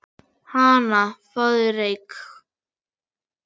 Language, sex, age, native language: Icelandic, female, 9, Icelandic